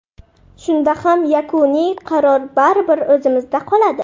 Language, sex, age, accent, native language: Uzbek, female, 12-17, Buxoro, Uzbek